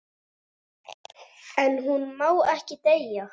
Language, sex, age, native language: Icelandic, female, 7, Icelandic